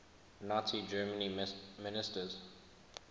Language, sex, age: English, male, 21